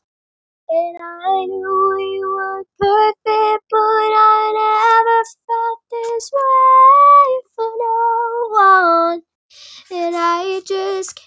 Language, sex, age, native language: Icelandic, female, 13, Icelandic